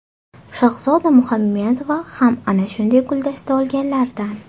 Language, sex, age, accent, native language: Uzbek, female, 18-24, Toshkent shahri, Uzbek